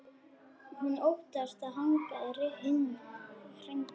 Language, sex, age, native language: Icelandic, female, 9, Icelandic